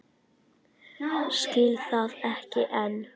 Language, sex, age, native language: Icelandic, female, 9, Icelandic